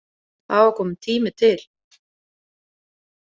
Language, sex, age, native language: Icelandic, female, 40-49, Icelandic